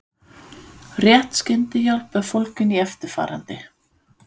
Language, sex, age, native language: Icelandic, female, 50-59, Danish